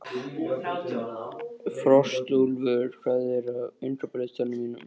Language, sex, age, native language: Icelandic, male, 13, Icelandic